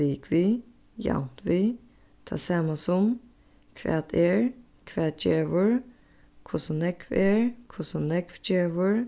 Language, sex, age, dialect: Faroese, female, 15-35, Suðurstreymoy